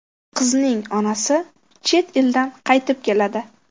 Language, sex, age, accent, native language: Uzbek, female, 12-17, Qashqadaryo, Uzbek